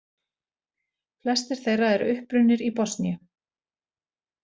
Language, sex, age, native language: Icelandic, female, 40-49, Icelandic